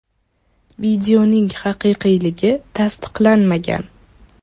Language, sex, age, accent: Uzbek, female, 12-17, Toshkent shahri